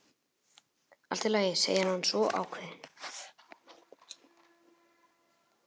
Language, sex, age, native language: Icelandic, male, 11, Icelandic